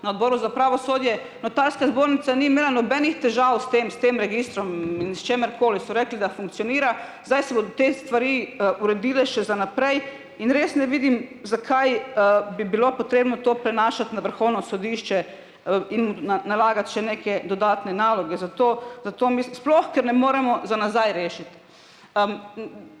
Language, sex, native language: Slovenian, female, Slovenian